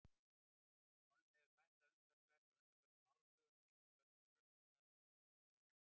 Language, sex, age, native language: Icelandic, male, 60-69, Icelandic